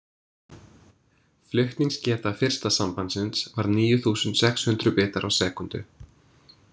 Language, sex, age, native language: Icelandic, male, 20-29, English